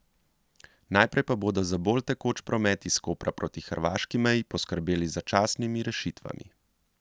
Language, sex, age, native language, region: Slovenian, male, 30-49, Slovenian, Central Slovenia